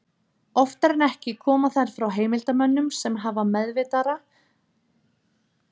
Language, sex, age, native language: Icelandic, female, 30-39, Icelandic